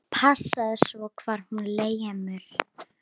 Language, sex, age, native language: Icelandic, female, 9, Icelandic